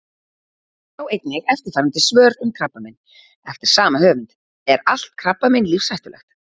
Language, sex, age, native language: Icelandic, female, 40-49, Icelandic